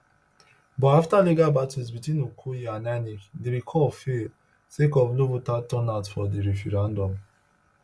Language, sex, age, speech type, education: Nigerian Pidgin, male, 30-45, spontaneous, tertiary